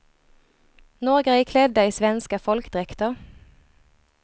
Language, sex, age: Swedish, female, 23